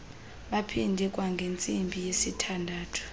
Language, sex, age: Xhosa, female, 24